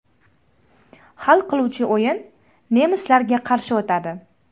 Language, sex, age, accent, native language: Uzbek, female, under 19, Toshkent viloyati, Uzbek